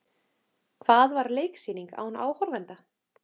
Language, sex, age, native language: Icelandic, female, 30-39, Icelandic